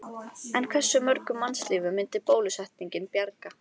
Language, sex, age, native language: Icelandic, female, 13, Icelandic